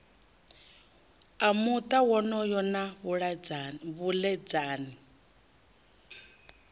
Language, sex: Venda, female